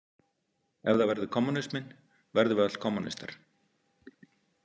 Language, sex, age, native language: Icelandic, male, 50-59, Icelandic